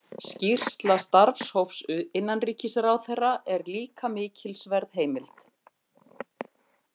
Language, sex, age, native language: Icelandic, female, 50-59, Icelandic